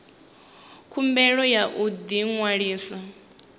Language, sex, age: Venda, female, 25